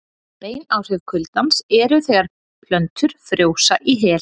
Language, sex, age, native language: Icelandic, female, 30-39, Icelandic